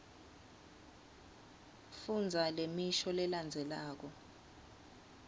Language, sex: Swati, female